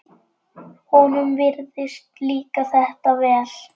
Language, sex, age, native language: Icelandic, male, 9, Icelandic